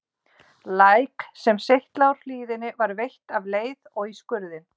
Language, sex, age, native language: Icelandic, female, 60-69, Icelandic